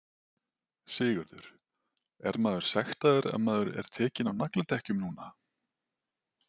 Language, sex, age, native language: Icelandic, male, 40-49, Icelandic